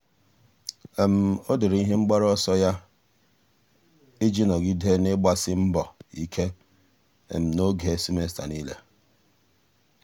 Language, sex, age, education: Igbo, male, 46-60, tertiary